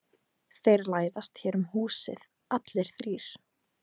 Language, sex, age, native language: Icelandic, female, 15, Icelandic